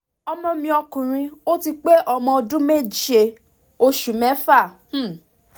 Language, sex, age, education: Yoruba, female, 15-29, tertiary